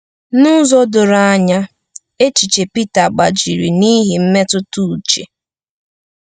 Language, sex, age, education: Igbo, female, 15-29, tertiary